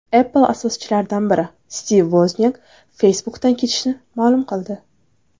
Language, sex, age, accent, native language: Uzbek, female, 19-29, Navoiy, Uzbek